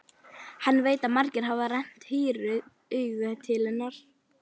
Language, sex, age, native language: Icelandic, female, 11, Icelandic